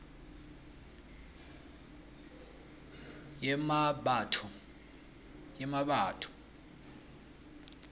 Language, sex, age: South Ndebele, male, 26